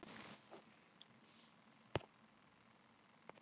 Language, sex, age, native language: Icelandic, female, 10, Icelandic